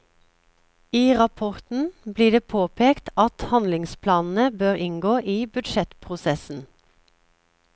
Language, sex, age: Norwegian, female, 36